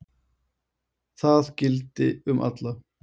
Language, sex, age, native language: Icelandic, male, 20-29, Icelandic